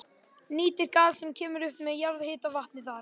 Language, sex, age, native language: Icelandic, male, 11, Icelandic